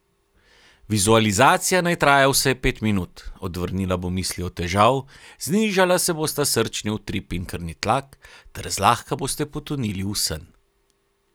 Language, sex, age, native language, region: Slovenian, male, 30-49, Slovenian, Carinthia region